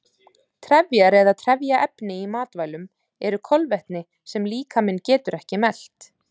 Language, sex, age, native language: Icelandic, female, 30-39, Icelandic